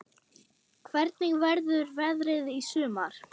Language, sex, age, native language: Icelandic, male, 6, German